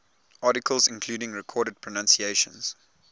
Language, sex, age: English, male, 20